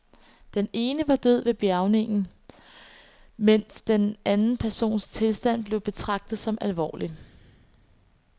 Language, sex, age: Danish, female, 21